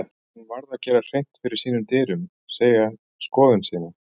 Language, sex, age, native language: Icelandic, male, 40-49, Icelandic